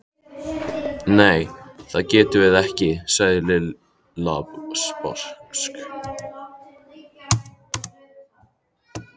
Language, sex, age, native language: Icelandic, male, 13, Icelandic